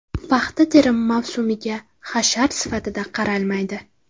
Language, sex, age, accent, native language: Uzbek, female, 18-24, Navoiy, Uzbek